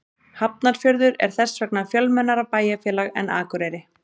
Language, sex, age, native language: Icelandic, female, 30-39, Icelandic